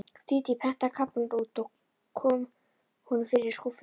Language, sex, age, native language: Icelandic, female, 11, Icelandic